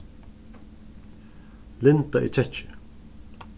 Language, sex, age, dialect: Faroese, male, 36-60, Suðuroy